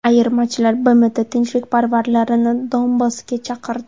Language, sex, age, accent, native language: Uzbek, female, 18-24, Surxondaryo, Uzbek